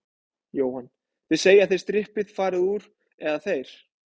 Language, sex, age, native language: Icelandic, male, 20-29, Icelandic